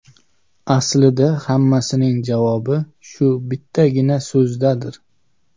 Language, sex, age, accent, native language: Uzbek, male, 25-34, Sirdaryo, Uzbek